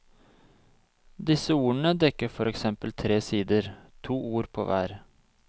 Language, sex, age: Norwegian, male, 26